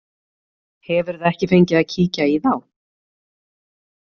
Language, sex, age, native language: Icelandic, female, 40-49, Icelandic